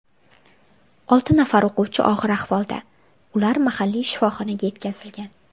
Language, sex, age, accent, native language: Uzbek, female, 18-24, Farg'ona, Uzbek